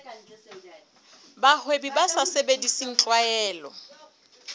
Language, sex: Southern Sotho, female